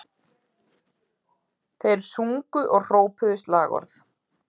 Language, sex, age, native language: Icelandic, female, 30-39, Icelandic